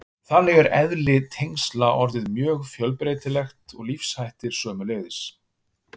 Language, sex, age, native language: Icelandic, male, 50-59, Icelandic